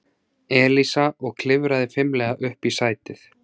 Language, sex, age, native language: Icelandic, male, 30-39, Icelandic